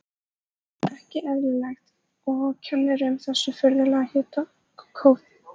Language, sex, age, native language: Icelandic, female, 14, Icelandic